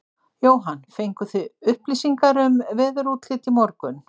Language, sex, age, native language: Icelandic, female, 60-69, Icelandic